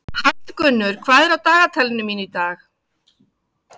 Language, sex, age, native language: Icelandic, female, 50-59, Icelandic